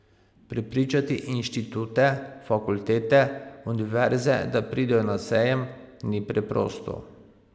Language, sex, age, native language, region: Slovenian, male, 30-49, Slovenian, Pomurje region